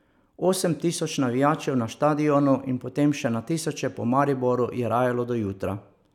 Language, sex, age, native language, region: Slovenian, male, 50-59, Slovenian, Savinja region